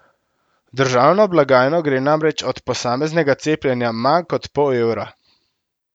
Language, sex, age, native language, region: Slovenian, male, 18-29, Slovenian, Central Slovenia